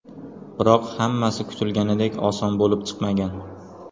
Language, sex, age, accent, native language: Uzbek, male, 18-24, Qoraqalpog'iston, Uzbek